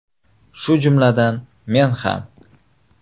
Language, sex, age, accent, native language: Uzbek, male, 18-24, Xorazm, Uzbek